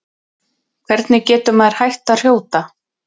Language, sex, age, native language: Icelandic, female, 30-39, Icelandic